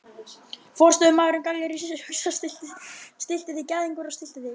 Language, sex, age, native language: Icelandic, male, 12, Icelandic